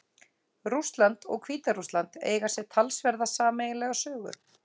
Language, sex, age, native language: Icelandic, female, 30-39, Icelandic